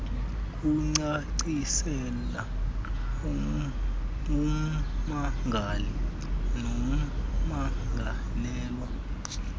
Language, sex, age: Xhosa, male, 19